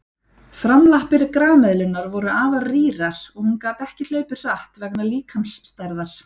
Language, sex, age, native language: Icelandic, female, 30-39, Icelandic